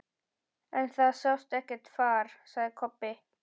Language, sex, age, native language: Icelandic, male, 11, Icelandic